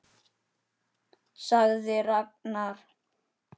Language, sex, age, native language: Icelandic, male, 9, Icelandic